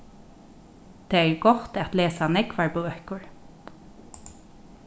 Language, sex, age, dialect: Faroese, female, 36-60, Norðurstreymoy/Eysturoy